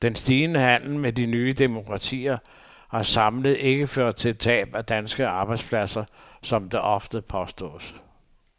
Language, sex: Danish, male